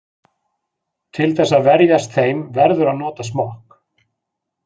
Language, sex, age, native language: Icelandic, male, 40-49, Icelandic